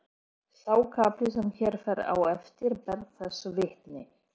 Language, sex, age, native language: Icelandic, female, 40-49, Polish